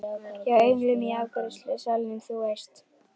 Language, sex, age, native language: Icelandic, female, 11, Icelandic